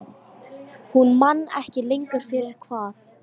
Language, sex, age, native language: Icelandic, female, 13, Icelandic